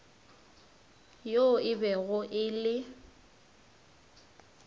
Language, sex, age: Northern Sotho, female, 19